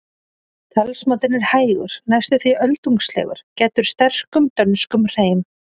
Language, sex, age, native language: Icelandic, female, 30-39, Icelandic